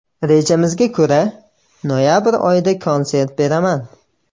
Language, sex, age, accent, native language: Uzbek, male, 18-24, Namangan, Uzbek